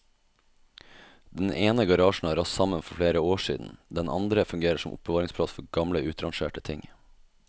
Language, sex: Norwegian, male